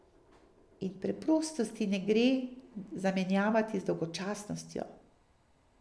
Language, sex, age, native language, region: Slovenian, female, 50-59, Slovenian, Drava region